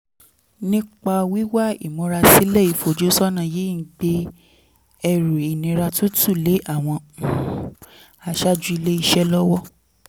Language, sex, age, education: Yoruba, female, 15-29, tertiary